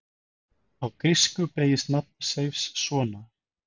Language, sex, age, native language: Icelandic, male, 20-29, Icelandic